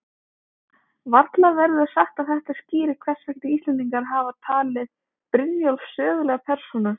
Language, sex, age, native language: Icelandic, female, 20-29, Icelandic